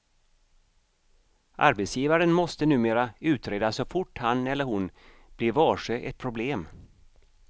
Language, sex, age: Swedish, male, 55